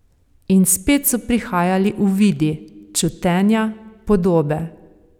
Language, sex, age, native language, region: Slovenian, female, 30-49, Slovenian, Savinja region